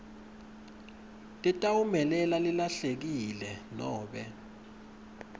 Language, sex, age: Swati, male, 19